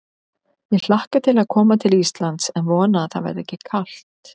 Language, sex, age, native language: Icelandic, female, 50-59, Icelandic